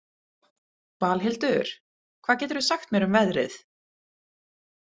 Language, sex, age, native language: Icelandic, female, 30-39, Icelandic